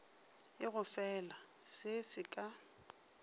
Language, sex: Northern Sotho, female